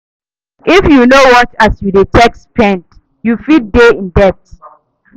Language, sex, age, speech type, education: Nigerian Pidgin, female, 30-45, read, tertiary